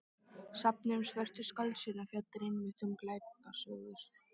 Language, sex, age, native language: Icelandic, female, 13, Icelandic